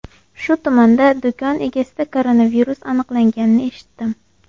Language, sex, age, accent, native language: Uzbek, female, 18-24, Andijon, Uzbek